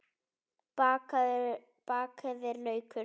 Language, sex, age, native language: Icelandic, female, 10, Icelandic